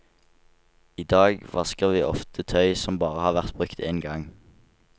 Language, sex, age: Norwegian, male, 19